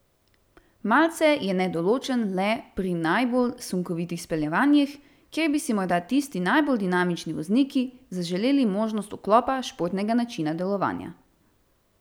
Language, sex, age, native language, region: Slovenian, female, 18-29, Slovenian, Central Slovenia